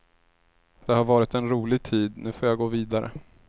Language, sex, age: Swedish, male, 30